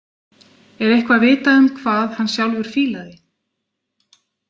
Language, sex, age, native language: Icelandic, female, 40-49, Icelandic